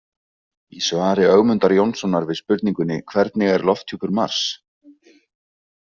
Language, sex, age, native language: Icelandic, male, 20-29, Icelandic